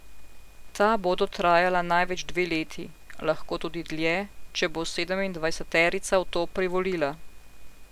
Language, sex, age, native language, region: Slovenian, female, 50-59, Slovenian, Central Slovenia